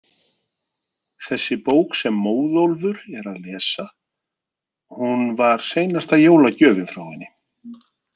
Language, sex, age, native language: Icelandic, male, 40-49, Icelandic